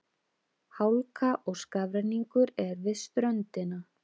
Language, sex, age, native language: Icelandic, female, 30-39, Icelandic